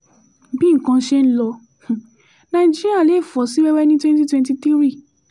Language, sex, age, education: Yoruba, female, 15-29, tertiary